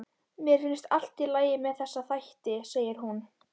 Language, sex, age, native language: Icelandic, female, 12, Icelandic